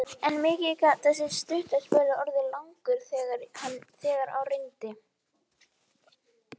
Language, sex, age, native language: Icelandic, female, 18-19, Icelandic